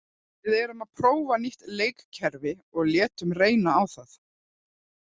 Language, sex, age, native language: Icelandic, female, 40-49, Icelandic